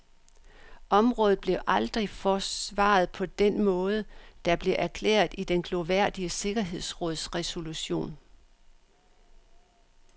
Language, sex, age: Danish, female, 62